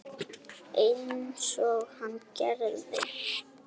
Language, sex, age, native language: Icelandic, female, 7, Icelandic